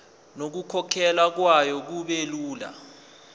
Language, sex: Zulu, male